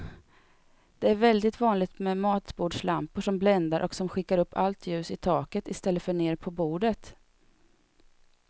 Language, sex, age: Swedish, female, 32